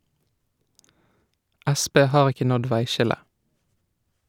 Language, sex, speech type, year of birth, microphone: Norwegian, male, read, 1987, Shure